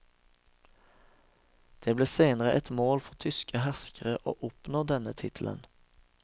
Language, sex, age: Norwegian, male, 36